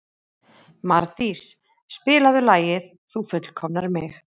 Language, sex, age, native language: Icelandic, female, 30-39, Icelandic